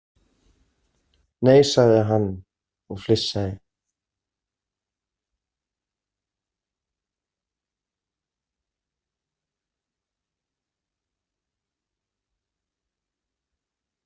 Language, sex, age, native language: Icelandic, female, 30-39, Icelandic